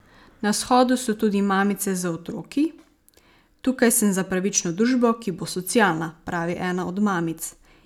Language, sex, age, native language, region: Slovenian, female, 18-29, Slovenian, Savinja region